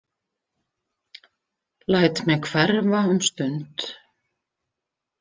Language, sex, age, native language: Icelandic, female, 50-59, Icelandic